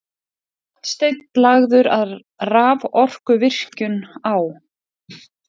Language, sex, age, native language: Icelandic, female, 40-49, Icelandic